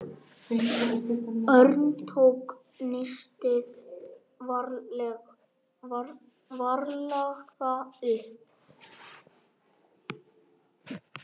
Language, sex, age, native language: Icelandic, male, 10, Icelandic